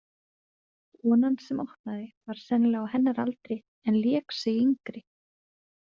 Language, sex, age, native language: Icelandic, female, 30-39, Icelandic